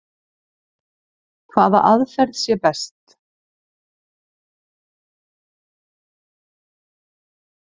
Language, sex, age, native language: Icelandic, female, 30-39, Icelandic